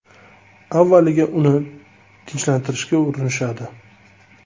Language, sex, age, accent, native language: Uzbek, male, 25-34, Toshkent viloyati, Uzbek